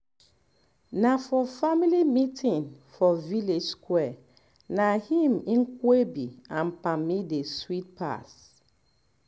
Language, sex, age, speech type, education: Nigerian Pidgin, female, 30-45, spontaneous, tertiary